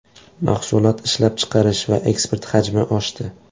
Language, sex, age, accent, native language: Uzbek, male, 18-24, Toshkent shahri, Uzbek